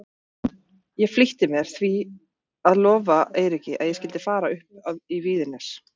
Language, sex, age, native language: Icelandic, female, 40-49, Icelandic